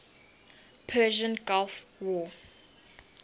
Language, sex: English, female